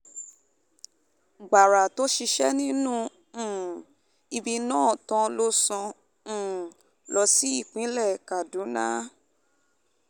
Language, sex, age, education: Yoruba, female, 15-29, tertiary